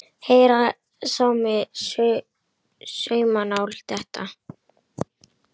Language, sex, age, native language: Icelandic, female, 10, Icelandic